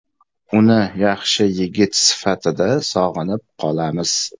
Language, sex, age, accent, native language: Uzbek, male, 25-34, Samarqand, Uzbek